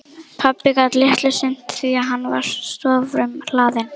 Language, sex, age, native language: Icelandic, female, 11, Icelandic